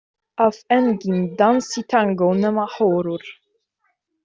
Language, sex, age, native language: Icelandic, female, 18-19, Icelandic